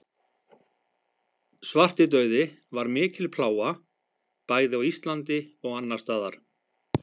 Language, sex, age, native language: Icelandic, male, 50-59, Icelandic